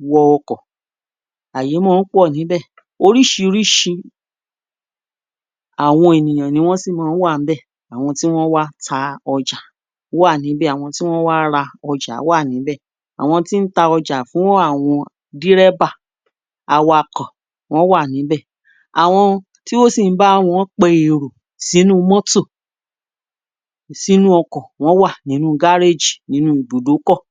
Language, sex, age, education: Yoruba, female, 46-60, tertiary